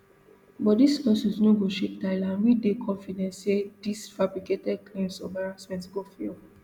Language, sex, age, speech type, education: Nigerian Pidgin, female, 15-29, spontaneous, tertiary